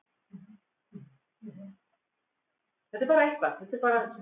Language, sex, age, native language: Icelandic, female, 60-69, Icelandic